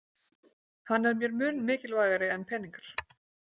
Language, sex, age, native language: Icelandic, female, 40-49, Icelandic